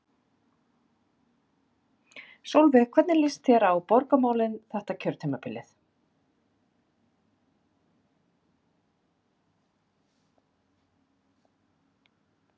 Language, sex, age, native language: Icelandic, female, 40-49, Icelandic